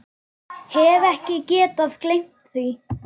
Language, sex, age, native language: Icelandic, female, 9, Icelandic